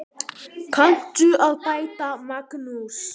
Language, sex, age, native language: Icelandic, female, 10, Icelandic